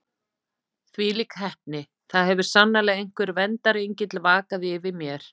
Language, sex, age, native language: Icelandic, female, 50-59, Icelandic